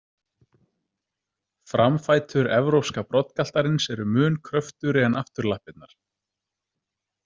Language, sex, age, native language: Icelandic, male, 30-39, Icelandic